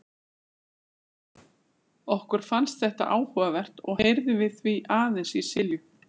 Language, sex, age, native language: Icelandic, female, 40-49, Icelandic